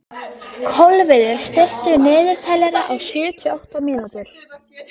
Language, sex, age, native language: Icelandic, female, 13, Icelandic